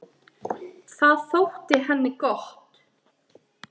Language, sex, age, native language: Icelandic, male, 8, Icelandic